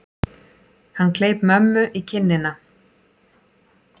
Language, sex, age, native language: Icelandic, female, 40-49, Icelandic